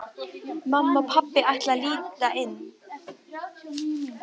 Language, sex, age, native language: Icelandic, female, 13, Icelandic